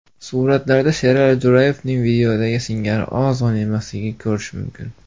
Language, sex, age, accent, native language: Uzbek, male, 18-24, Farg'ona, Uzbek